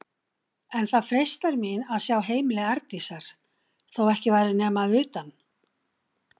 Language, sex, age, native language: Icelandic, female, 60-69, Icelandic